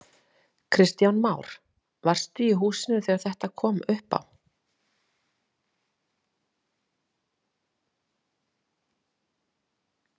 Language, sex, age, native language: Icelandic, female, 40-49, Icelandic